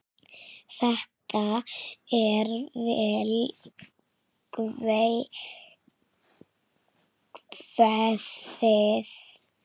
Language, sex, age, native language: Icelandic, female, 6, Icelandic